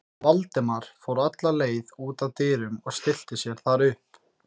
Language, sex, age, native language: Icelandic, male, 18-19, Icelandic